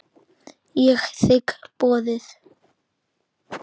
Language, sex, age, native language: Icelandic, male, 10, Icelandic